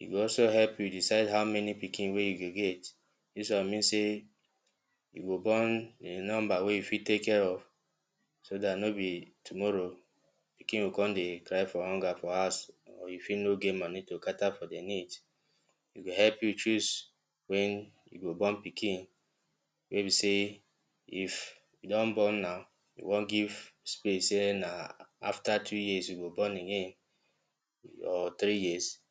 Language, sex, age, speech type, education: Nigerian Pidgin, male, 15-29, spontaneous, tertiary